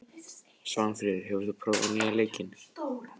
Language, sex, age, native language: Icelandic, male, 14, Icelandic